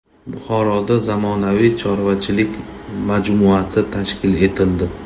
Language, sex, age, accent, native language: Uzbek, male, 25-34, Toshkent shahri, Uzbek